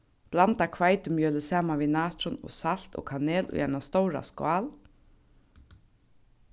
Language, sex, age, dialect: Faroese, female, 15-35, Suðurstreymoy